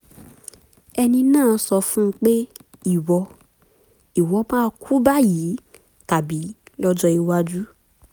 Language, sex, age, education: Yoruba, female, 15-29, tertiary